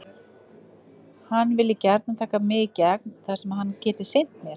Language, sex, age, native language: Icelandic, female, 50-59, Icelandic